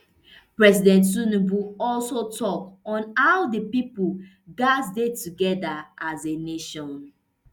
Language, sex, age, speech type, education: Nigerian Pidgin, female, 30-45, spontaneous, tertiary